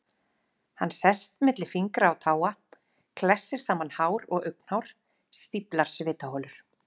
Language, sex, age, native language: Icelandic, female, 30-39, Icelandic